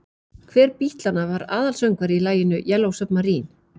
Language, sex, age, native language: Icelandic, female, 40-49, Icelandic